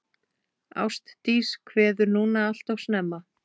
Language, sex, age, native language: Icelandic, female, 6, Icelandic